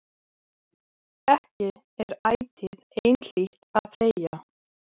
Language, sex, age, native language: Icelandic, female, 30-39, Icelandic